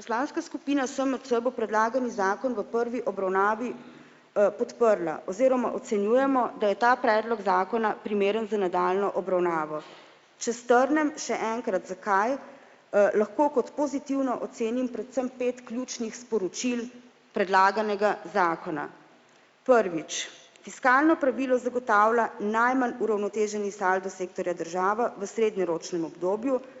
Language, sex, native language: Slovenian, female, Slovenian